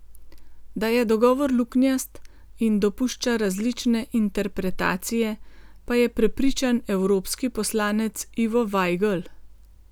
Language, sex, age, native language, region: Slovenian, female, 50-59, Slovenian, Gorenjska region